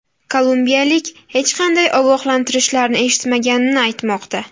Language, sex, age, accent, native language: Uzbek, female, 18-24, Buxoro, Uzbek